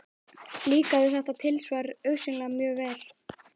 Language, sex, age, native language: Icelandic, male, 11, Icelandic